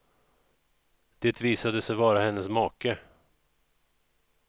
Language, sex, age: Swedish, male, 41